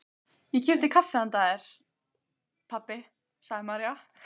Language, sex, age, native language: Icelandic, female, 15, Icelandic